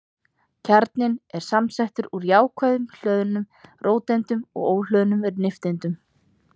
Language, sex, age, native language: Icelandic, female, 30-39, Icelandic